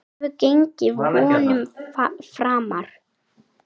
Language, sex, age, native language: Icelandic, female, 8, Icelandic